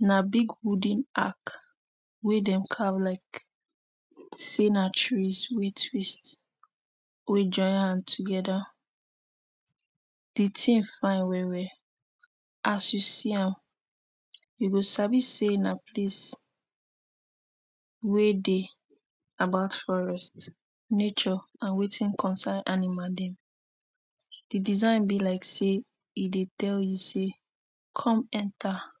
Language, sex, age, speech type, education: Nigerian Pidgin, female, 15-29, spontaneous, tertiary